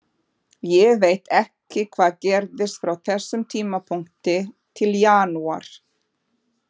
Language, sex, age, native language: Icelandic, female, 40-49, Portuguese